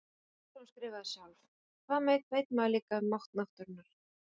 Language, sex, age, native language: Icelandic, female, 40-49, Icelandic